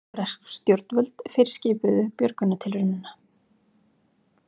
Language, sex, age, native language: Icelandic, female, 40-49, Icelandic